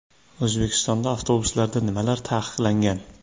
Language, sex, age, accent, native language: Uzbek, male, 25-34, Andijon, Uzbek